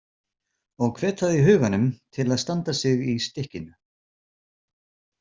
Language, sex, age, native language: Icelandic, male, 40-49, Icelandic